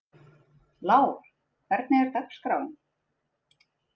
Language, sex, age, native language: Icelandic, female, 30-39, Icelandic